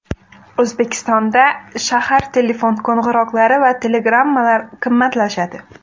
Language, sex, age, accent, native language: Uzbek, female, 18-24, Xorazm, Uzbek